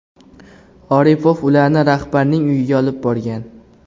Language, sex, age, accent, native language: Uzbek, male, 18-24, Xorazm, Uzbek